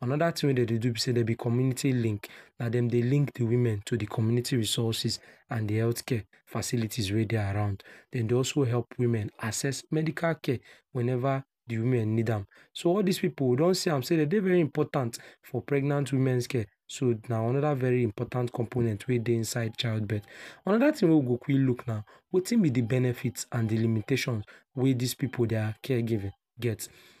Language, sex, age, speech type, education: Nigerian Pidgin, male, 46-60, spontaneous, tertiary